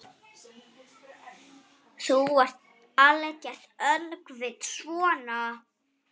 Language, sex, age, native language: Icelandic, male, 7, Icelandic